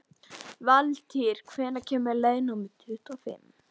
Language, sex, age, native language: Icelandic, female, 12, Icelandic